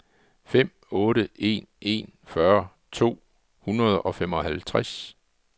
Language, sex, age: Danish, male, 44